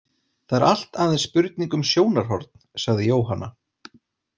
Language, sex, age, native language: Icelandic, male, 40-49, Icelandic